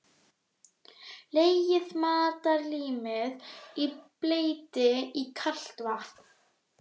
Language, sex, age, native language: Icelandic, female, 12, Icelandic